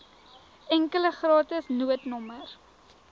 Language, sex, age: Afrikaans, female, 19